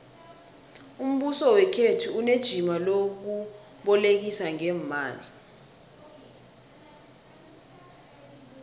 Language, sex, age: South Ndebele, female, 21